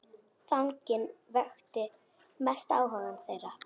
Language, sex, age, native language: Icelandic, female, 10, Icelandic